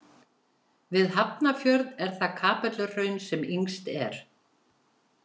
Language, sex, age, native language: Icelandic, female, 70-79, Icelandic